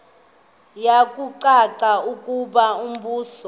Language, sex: Xhosa, female